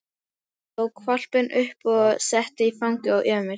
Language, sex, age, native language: Icelandic, female, 12, Icelandic